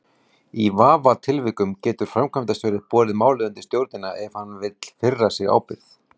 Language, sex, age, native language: Icelandic, male, 40-49, Icelandic